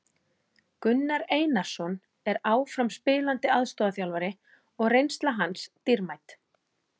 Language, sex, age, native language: Icelandic, female, 40-49, Icelandic